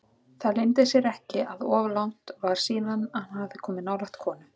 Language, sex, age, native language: Icelandic, female, 30-39, Icelandic